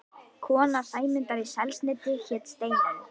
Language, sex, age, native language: Icelandic, female, 11, Icelandic